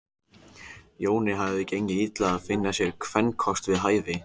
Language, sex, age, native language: Icelandic, male, 14, Icelandic